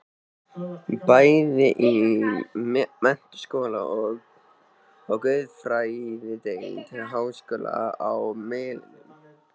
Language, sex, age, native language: Icelandic, male, 13, Icelandic